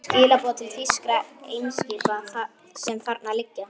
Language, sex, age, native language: Icelandic, male, 11, Icelandic